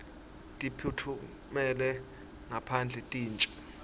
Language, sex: Swati, male